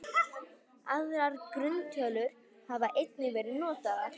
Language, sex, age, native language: Icelandic, female, 18-19, Icelandic